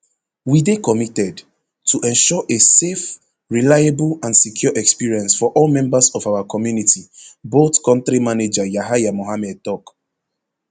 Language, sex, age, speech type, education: Nigerian Pidgin, male, 15-29, spontaneous, tertiary